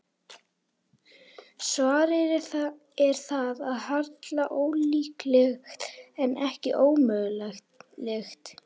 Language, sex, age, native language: Icelandic, female, 18-19, Icelandic